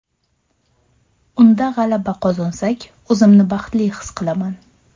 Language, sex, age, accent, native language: Uzbek, female, 25-34, Surxondaryo, Uzbek